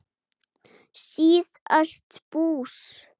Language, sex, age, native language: Icelandic, male, 8, Icelandic